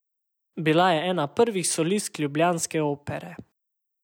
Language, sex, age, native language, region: Slovenian, male, 18-29, Slovenian, Savinja region